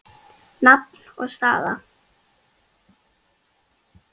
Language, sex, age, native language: Icelandic, female, 10, Icelandic